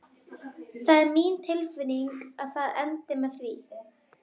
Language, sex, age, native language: Icelandic, female, 12, Icelandic